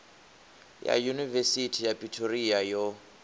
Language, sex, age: Venda, male, 24